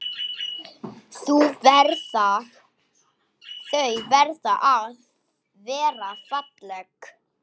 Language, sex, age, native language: Icelandic, male, 8, Icelandic